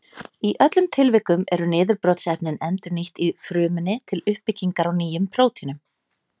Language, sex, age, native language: Icelandic, female, 30-39, Icelandic